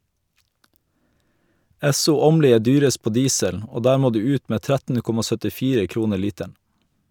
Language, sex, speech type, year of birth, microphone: Norwegian, male, read, 1987, Shure